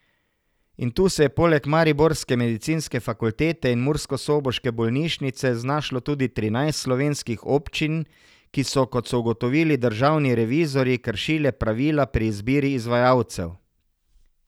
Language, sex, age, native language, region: Slovenian, male, 50-59, Slovenian, Savinja region